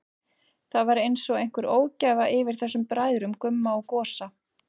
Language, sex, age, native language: Icelandic, female, 40-49, Icelandic